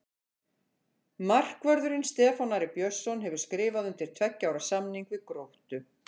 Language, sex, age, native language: Icelandic, female, 50-59, Icelandic